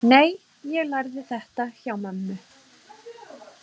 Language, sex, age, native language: Icelandic, female, 30-39, Icelandic